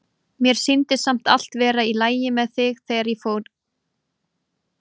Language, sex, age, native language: Icelandic, female, 18-19, Icelandic